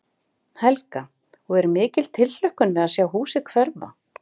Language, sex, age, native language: Icelandic, female, 50-59, Icelandic